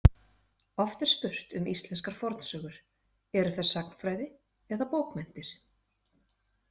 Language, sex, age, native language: Icelandic, female, 30-39, Icelandic